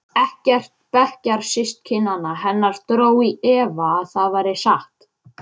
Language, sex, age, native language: Icelandic, male, 11, Icelandic